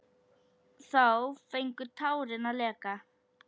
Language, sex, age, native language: Icelandic, female, 10, Icelandic